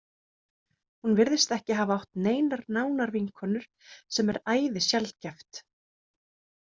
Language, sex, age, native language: Icelandic, female, 30-39, Icelandic